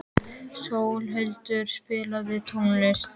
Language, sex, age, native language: Icelandic, male, 12, Icelandic